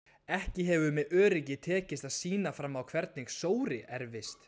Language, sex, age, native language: Icelandic, male, 20-29, Icelandic